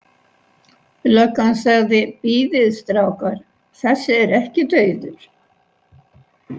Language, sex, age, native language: Icelandic, female, 60-69, Icelandic